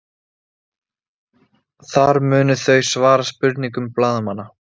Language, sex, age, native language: Icelandic, male, 20-29, Icelandic